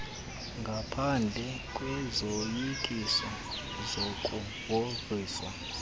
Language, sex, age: Xhosa, male, 19